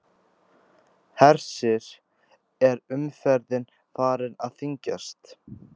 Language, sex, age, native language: Icelandic, male, 14, Icelandic